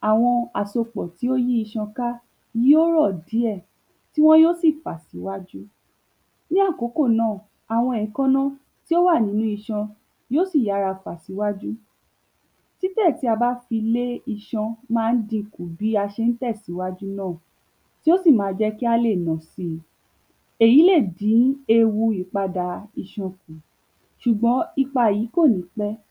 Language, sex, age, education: Yoruba, female, 15-29, tertiary